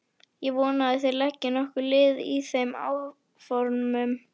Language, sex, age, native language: Icelandic, female, 11, Icelandic